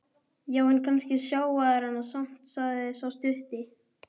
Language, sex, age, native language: Icelandic, male, 12, Icelandic